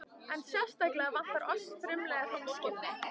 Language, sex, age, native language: Icelandic, female, 13, Icelandic